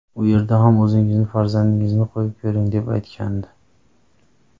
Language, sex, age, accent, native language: Uzbek, male, 30-39, Farg'ona, Uzbek